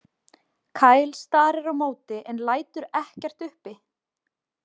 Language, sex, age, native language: Icelandic, female, 20-29, Icelandic